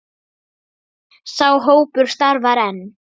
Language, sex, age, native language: Icelandic, female, 8, Icelandic